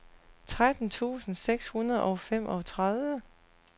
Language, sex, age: Danish, female, 40